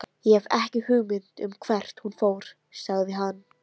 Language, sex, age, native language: Icelandic, female, 13, Icelandic